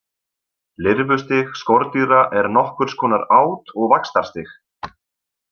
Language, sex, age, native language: Icelandic, male, 20-29, Icelandic